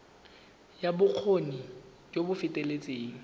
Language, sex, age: Tswana, male, 19